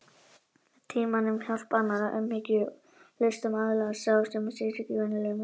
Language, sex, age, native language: Icelandic, male, 18-19, Icelandic